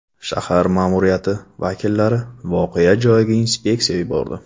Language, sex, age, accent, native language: Uzbek, male, 25-34, Navoiy, Uzbek